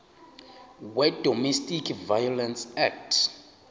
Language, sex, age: Zulu, male, 23